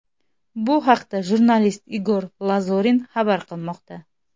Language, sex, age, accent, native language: Uzbek, female, 19-29, Xorazm, Uzbek